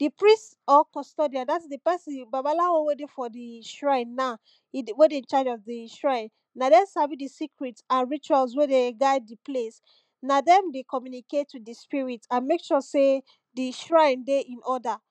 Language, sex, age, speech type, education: Nigerian Pidgin, female, 15-29, spontaneous, tertiary